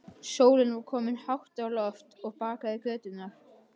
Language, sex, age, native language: Icelandic, male, 12, Icelandic